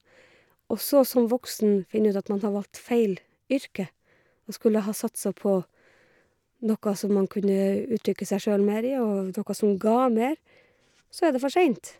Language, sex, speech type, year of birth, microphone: Norwegian, female, spontaneous, 1969, Shure